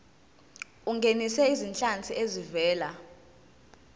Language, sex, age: Zulu, female, 19